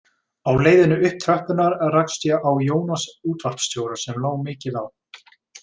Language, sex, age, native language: Icelandic, male, 20-29, Icelandic